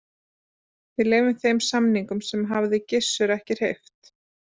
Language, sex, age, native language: Icelandic, female, 30-39, Icelandic